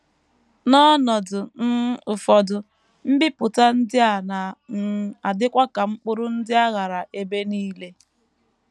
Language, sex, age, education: Igbo, female, 15-29, tertiary